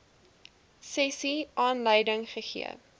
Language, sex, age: Afrikaans, female, 20